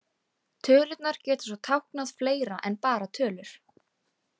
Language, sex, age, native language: Icelandic, female, 18-19, Icelandic